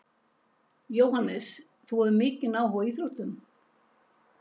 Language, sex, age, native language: Icelandic, female, 70-79, Icelandic